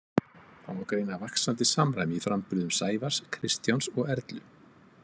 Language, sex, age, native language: Icelandic, male, 50-59, Icelandic